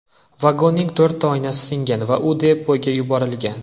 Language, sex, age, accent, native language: Uzbek, male, 25-34, Andijon, Uzbek